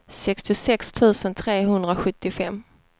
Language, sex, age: Swedish, female, 30